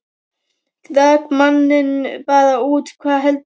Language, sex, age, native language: Icelandic, female, 12, Icelandic